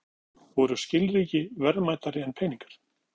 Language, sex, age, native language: Icelandic, male, 50-59, Icelandic